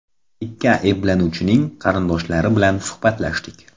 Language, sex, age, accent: Uzbek, male, 25-34, Qoraqalpog'iston